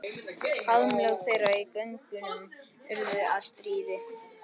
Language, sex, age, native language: Icelandic, male, 13, Icelandic